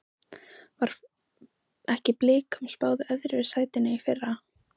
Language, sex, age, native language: Icelandic, female, 15, Icelandic